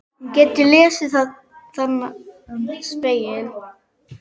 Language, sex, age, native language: Icelandic, female, 10, Icelandic